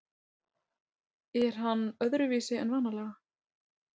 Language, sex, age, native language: Icelandic, female, 30-39, Icelandic